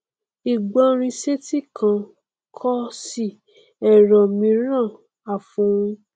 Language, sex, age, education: Yoruba, female, 15-29, tertiary